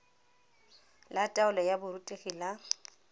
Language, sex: Tswana, female